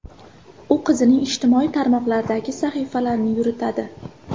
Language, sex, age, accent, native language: Uzbek, female, 18-24, Samarqand, Uzbek